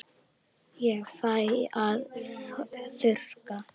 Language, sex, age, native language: Icelandic, female, 10, Icelandic